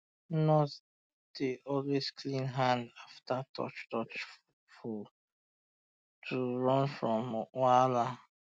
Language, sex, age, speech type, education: Nigerian Pidgin, male, 15-29, spontaneous, tertiary